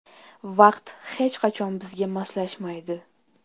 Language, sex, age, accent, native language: Uzbek, female, 19-29, Toshkent shahri, Uzbek